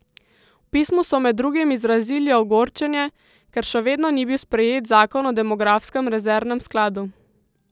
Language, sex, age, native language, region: Slovenian, female, 18-29, Slovenian, Central Slovenia